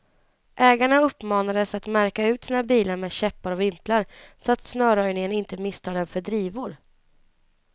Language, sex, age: Swedish, female, 19